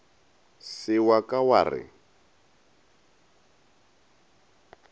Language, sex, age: Northern Sotho, male, 19